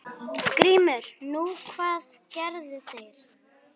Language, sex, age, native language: Icelandic, female, 9, Icelandic